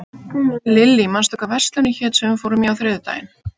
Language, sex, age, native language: Icelandic, female, 50-59, Icelandic